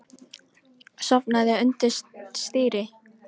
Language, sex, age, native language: Icelandic, female, 18-19, Icelandic